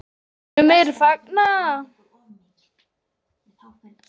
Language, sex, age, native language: Icelandic, male, 8, Icelandic